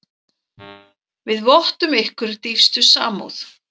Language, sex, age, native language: Icelandic, female, 7, Icelandic